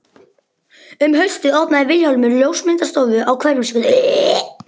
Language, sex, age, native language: Icelandic, male, 11, Icelandic